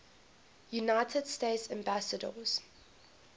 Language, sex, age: English, female, 21